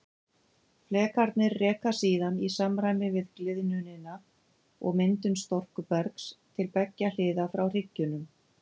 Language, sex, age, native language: Icelandic, female, 50-59, Icelandic